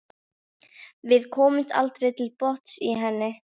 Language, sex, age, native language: Icelandic, female, 12, Icelandic